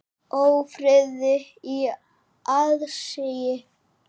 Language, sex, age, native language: Icelandic, male, 8, Icelandic